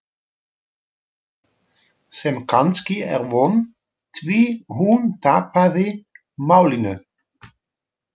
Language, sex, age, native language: Icelandic, male, 40-49, Dutch